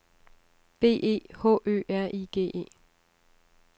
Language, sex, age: Danish, female, 34